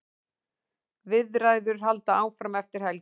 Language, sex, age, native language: Icelandic, female, 18-19, Icelandic